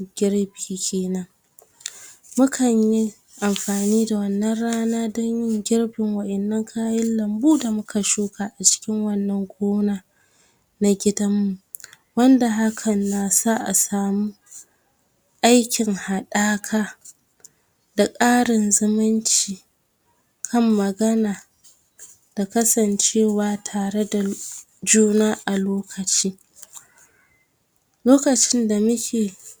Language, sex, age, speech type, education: Hausa, female, 46-60, spontaneous, tertiary